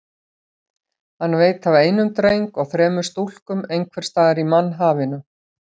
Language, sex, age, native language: Icelandic, female, 60-69, Icelandic